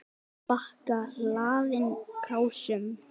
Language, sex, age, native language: Icelandic, male, 10, Icelandic